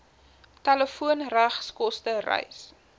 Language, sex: Afrikaans, female